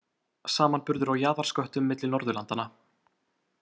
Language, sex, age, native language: Icelandic, male, 18-19, Icelandic